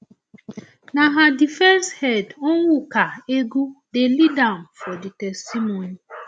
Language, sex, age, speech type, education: Nigerian Pidgin, female, 30-45, spontaneous, tertiary